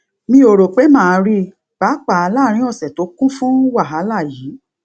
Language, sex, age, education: Yoruba, female, 30-45, tertiary